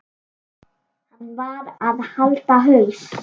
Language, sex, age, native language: Icelandic, male, 7, Icelandic